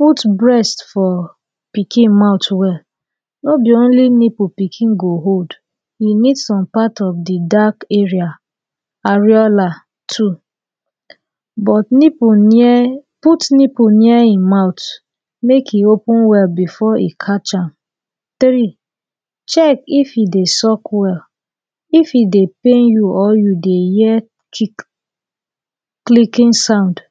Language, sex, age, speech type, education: Nigerian Pidgin, female, 30-45, spontaneous, tertiary